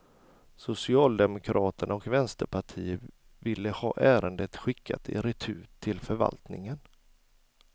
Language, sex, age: Swedish, male, 40